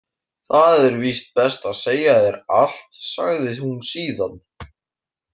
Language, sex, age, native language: Icelandic, male, 18-19, Icelandic